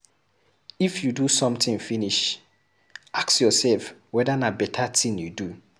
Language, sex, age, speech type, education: Nigerian Pidgin, male, 15-29, read, secondary